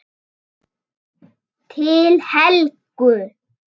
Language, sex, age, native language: Icelandic, female, 9, Icelandic